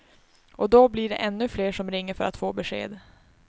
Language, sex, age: Swedish, female, 19